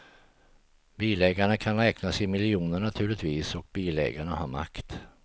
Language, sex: Swedish, male